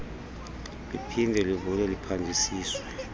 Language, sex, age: Xhosa, male, 38